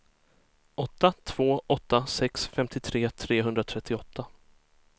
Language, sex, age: Swedish, male, 23